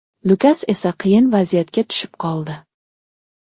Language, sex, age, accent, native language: Uzbek, male, 12-17, Namangan, Uzbek